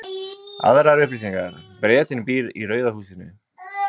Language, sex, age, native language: Icelandic, male, 20-29, Icelandic